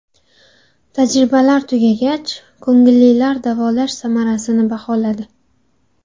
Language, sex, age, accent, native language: Uzbek, female, 18-24, Xorazm, Uzbek